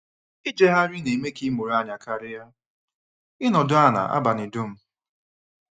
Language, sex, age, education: Igbo, male, 15-29, tertiary